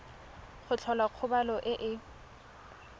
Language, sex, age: Tswana, female, 20